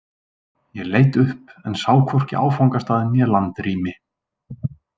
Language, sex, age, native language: Icelandic, male, 20-29, Icelandic